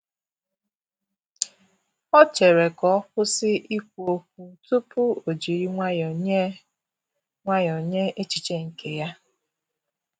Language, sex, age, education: Igbo, female, 15-29, tertiary